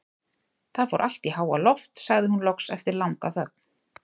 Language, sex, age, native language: Icelandic, female, 30-39, Icelandic